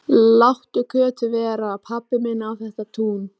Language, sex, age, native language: Icelandic, female, 14, Icelandic